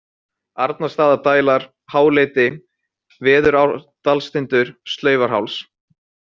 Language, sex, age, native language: Icelandic, male, 20-29, Icelandic